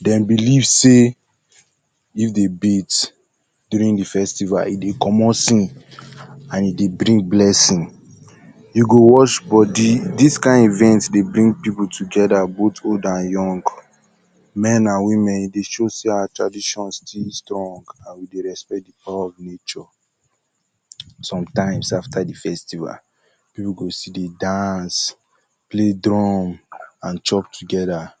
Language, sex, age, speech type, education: Nigerian Pidgin, male, 15-29, spontaneous, tertiary